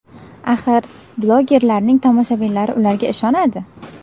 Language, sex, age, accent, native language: Uzbek, female, 19-29, Navoiy, Uzbek